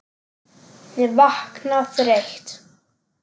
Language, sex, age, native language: Icelandic, male, 10, Icelandic